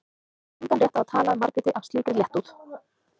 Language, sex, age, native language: Icelandic, female, 20-29, Icelandic